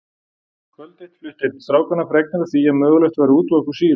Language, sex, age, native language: Icelandic, male, 40-49, Icelandic